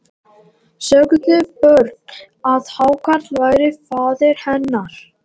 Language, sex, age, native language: Icelandic, male, 18-19, Latvian